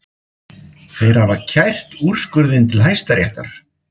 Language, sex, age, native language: Icelandic, male, 50-59, Icelandic